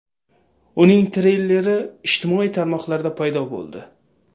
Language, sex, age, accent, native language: Uzbek, male, 18-24, Samarqand, Uzbek